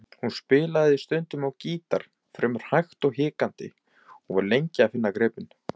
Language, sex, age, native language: Icelandic, male, 20-29, Icelandic